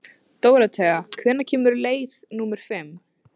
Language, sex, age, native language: Icelandic, female, 13, Icelandic